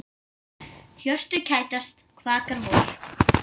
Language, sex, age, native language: Icelandic, female, 10, Icelandic